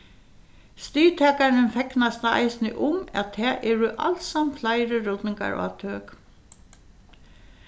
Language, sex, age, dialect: Faroese, female, 61+, Suðurstreymoy